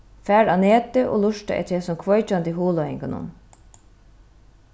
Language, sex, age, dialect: Faroese, female, 36-60, Norðuroyggjar